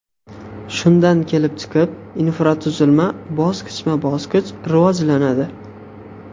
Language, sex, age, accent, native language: Uzbek, male, 18-24, Xorazm, Uzbek